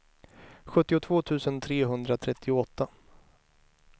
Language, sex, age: Swedish, male, 23